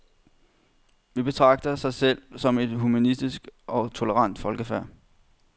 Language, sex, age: Danish, male, 31